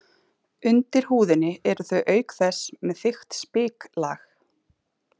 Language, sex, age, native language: Icelandic, female, 30-39, Icelandic